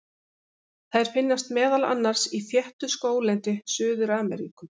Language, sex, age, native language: Icelandic, female, 50-59, Icelandic